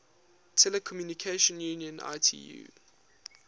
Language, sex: English, male